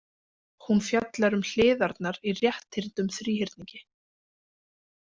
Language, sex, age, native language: Icelandic, female, 20-29, Icelandic